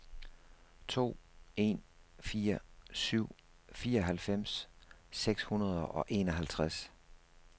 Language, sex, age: Danish, male, 56